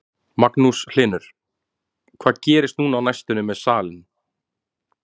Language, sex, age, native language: Icelandic, male, 30-39, Icelandic